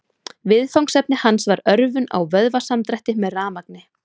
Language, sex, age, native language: Icelandic, female, 30-39, Icelandic